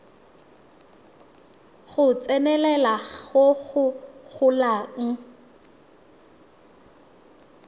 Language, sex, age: Tswana, female, 21